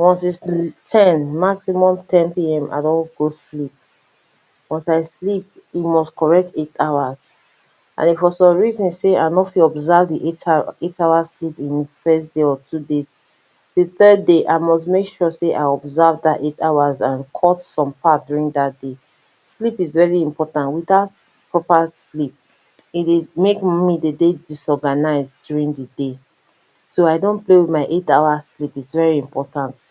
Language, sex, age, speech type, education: Nigerian Pidgin, female, 30-45, spontaneous, tertiary